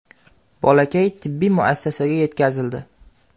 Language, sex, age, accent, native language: Uzbek, male, 18-24, Andijon, Uzbek